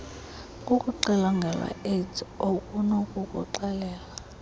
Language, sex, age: Xhosa, female, 22